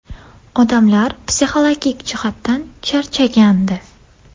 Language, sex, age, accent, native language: Uzbek, female, 18-24, Andijon, Uzbek